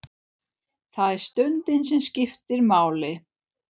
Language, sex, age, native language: Icelandic, female, 30-39, Swedish